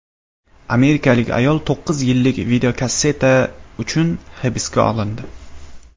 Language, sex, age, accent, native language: Uzbek, male, 19-29, Samarqand, Uzbek